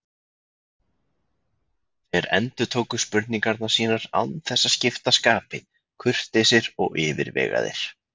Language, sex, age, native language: Icelandic, male, 20-29, Icelandic